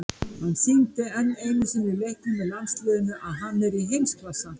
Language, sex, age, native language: Icelandic, female, 50-59, Icelandic